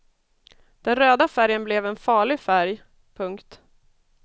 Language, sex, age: Swedish, female, 32